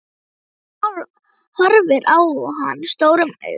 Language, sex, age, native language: Icelandic, female, 12, Icelandic